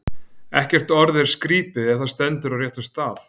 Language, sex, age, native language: Icelandic, male, 50-59, Icelandic